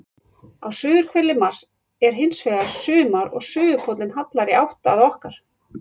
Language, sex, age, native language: Icelandic, female, 40-49, Icelandic